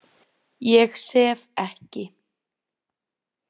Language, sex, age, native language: Icelandic, female, 20-29, Icelandic